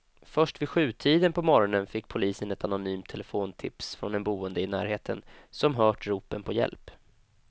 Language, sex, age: Swedish, male, 25